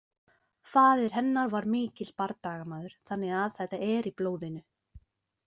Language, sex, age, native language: Icelandic, female, 20-29, Icelandic